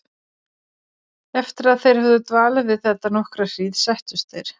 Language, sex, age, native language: Icelandic, female, 40-49, Icelandic